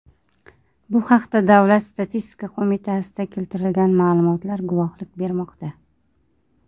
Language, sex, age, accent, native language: Uzbek, female, 30-39, Qashqadaryo, Uzbek